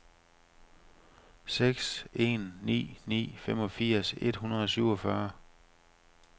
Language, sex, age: Danish, male, 45